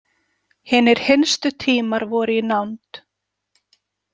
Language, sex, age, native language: Icelandic, female, 40-49, Icelandic